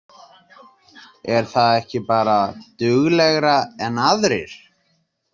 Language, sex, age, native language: Icelandic, male, 30-39, Icelandic